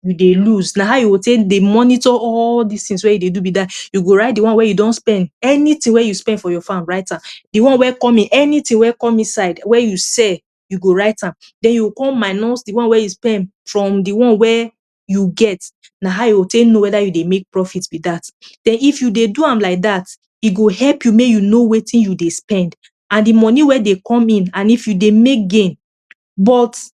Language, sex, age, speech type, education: Nigerian Pidgin, female, 30-45, spontaneous, tertiary